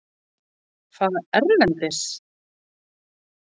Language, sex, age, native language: Icelandic, female, 40-49, Icelandic